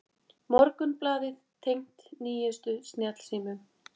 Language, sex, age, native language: Icelandic, female, 20-29, Icelandic